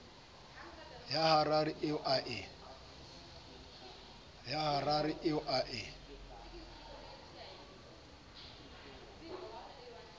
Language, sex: Southern Sotho, male